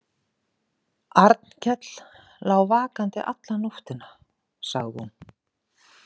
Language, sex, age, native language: Icelandic, female, 50-59, Icelandic